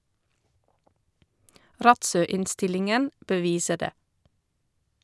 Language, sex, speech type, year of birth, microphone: Norwegian, female, read, 1978, Shure